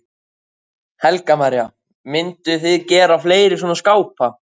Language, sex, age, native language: Icelandic, male, 12, Icelandic